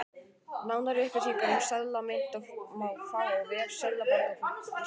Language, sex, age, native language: Icelandic, male, 18-19, Icelandic